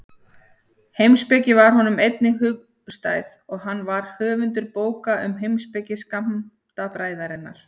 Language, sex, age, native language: Icelandic, female, 40-49, Icelandic